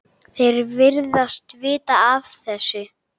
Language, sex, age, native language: Icelandic, male, 8, Icelandic